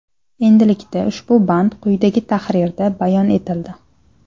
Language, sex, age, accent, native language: Uzbek, female, 19-29, Namangan, Uzbek